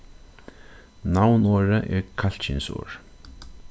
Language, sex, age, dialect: Faroese, male, 36-60, Suðurstreymoy